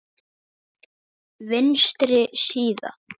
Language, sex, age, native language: Icelandic, male, 8, Icelandic